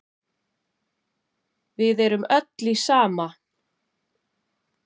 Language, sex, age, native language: Icelandic, female, 40-49, Icelandic